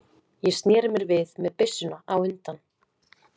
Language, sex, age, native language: Icelandic, female, 20-29, Icelandic